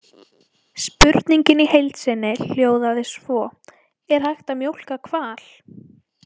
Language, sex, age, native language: Icelandic, female, 18-19, Icelandic